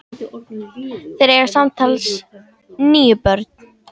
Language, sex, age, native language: Icelandic, female, 10, Icelandic